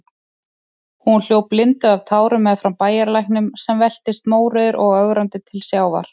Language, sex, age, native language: Icelandic, male, 30-39, Icelandic